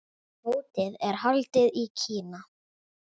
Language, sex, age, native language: Icelandic, female, 10, Icelandic